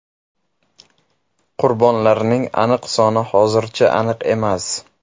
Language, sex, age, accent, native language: Uzbek, male, 25-34, Samarqand, Uzbek